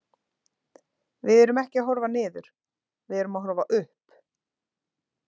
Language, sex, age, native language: Icelandic, female, 30-39, Icelandic